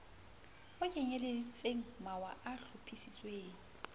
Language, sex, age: Southern Sotho, female, 35